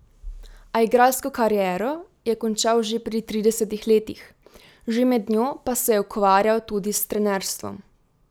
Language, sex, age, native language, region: Slovenian, female, 18-29, Slovenian, Drava region